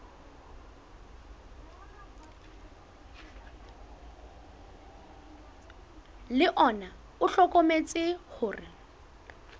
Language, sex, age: Southern Sotho, female, 20